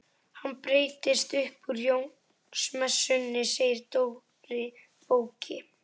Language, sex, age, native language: Icelandic, male, 11, Icelandic